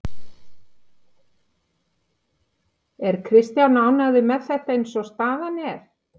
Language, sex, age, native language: Icelandic, female, 50-59, Icelandic